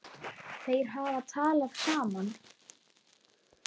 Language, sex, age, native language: Icelandic, male, 9, Icelandic